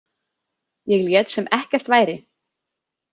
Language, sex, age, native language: Icelandic, female, 30-39, Icelandic